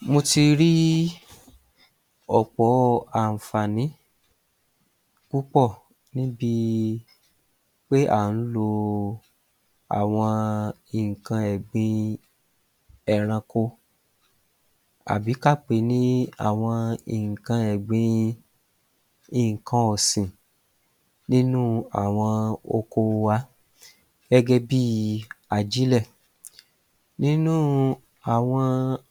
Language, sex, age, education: Yoruba, male, 30-45, tertiary